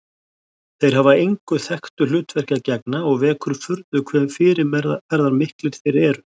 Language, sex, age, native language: Icelandic, male, 60-69, Icelandic